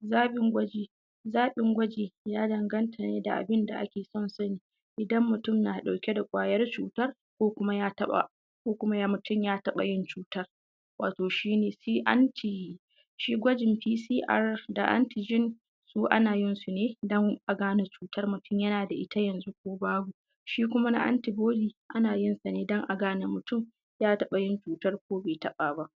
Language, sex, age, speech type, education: Hausa, female, 15-29, spontaneous, secondary